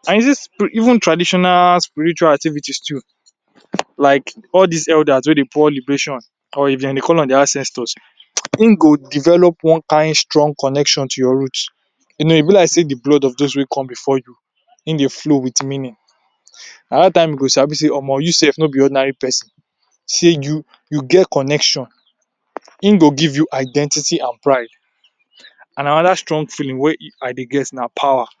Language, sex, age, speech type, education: Nigerian Pidgin, male, 46-60, spontaneous, tertiary